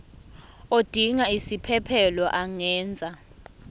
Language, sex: Zulu, female